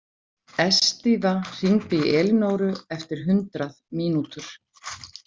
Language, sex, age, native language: Icelandic, female, 40-49, Icelandic